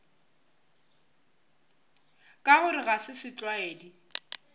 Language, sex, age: Northern Sotho, female, 18